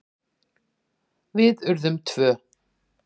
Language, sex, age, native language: Icelandic, female, 50-59, Icelandic